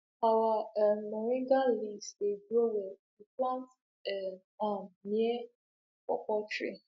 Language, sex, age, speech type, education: Nigerian Pidgin, female, 15-29, spontaneous, tertiary